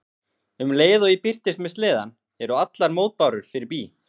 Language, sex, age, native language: Icelandic, male, 20-29, Icelandic